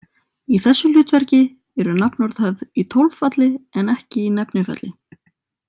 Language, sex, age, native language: Icelandic, female, 20-29, Icelandic